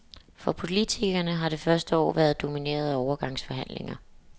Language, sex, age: Danish, female, 27